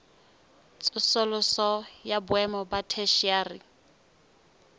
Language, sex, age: Southern Sotho, female, 20